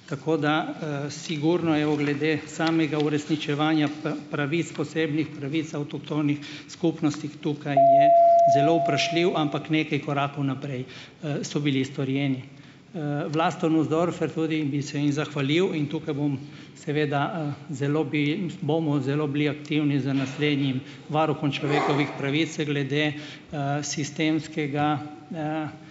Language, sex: Slovenian, male